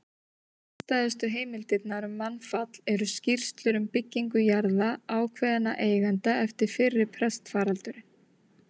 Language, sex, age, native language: Icelandic, female, 30-39, Icelandic